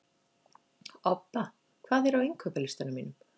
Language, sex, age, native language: Icelandic, female, 30-39, Icelandic